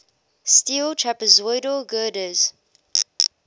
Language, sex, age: English, female, 21